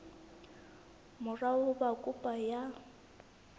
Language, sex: Southern Sotho, female